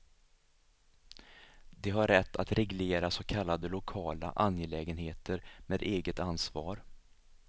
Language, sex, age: Swedish, male, 37